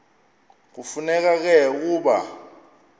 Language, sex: Xhosa, male